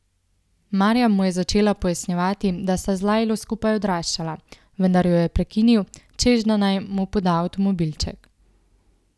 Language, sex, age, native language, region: Slovenian, female, 18-29, Slovenian, Central Slovenia